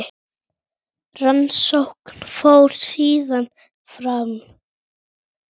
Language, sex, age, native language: Icelandic, female, 18-19, Icelandic